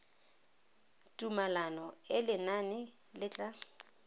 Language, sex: Tswana, female